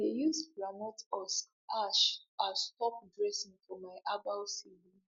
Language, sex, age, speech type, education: Nigerian Pidgin, female, 15-29, spontaneous, tertiary